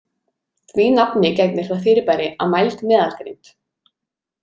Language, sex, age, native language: Icelandic, female, 30-39, Icelandic